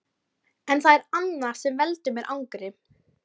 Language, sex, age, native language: Icelandic, female, 12, Icelandic